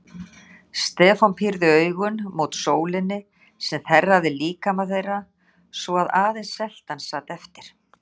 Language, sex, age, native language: Icelandic, female, 60-69, Icelandic